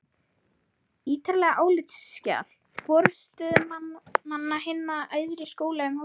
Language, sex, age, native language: Icelandic, male, 13, Icelandic